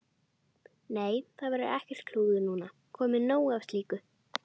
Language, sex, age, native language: Icelandic, female, 12, Icelandic